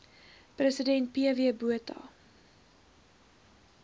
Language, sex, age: Afrikaans, female, 18